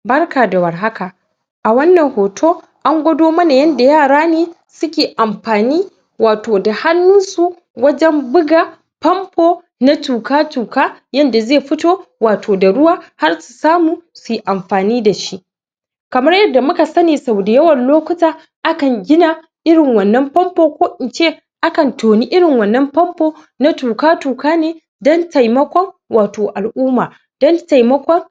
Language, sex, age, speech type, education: Hausa, male, 15-29, spontaneous, secondary